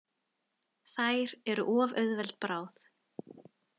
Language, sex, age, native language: Icelandic, female, 20-29, Icelandic